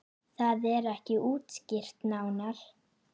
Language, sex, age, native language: Icelandic, female, 9, Icelandic